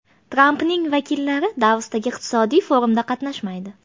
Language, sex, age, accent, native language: Uzbek, female, 25-34, Farg'ona, Uzbek